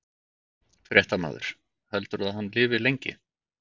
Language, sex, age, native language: Icelandic, male, 40-49, Icelandic